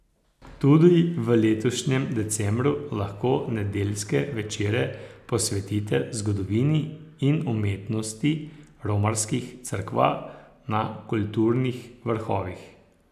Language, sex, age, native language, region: Slovenian, male, 60+, Slovenian, Posavska region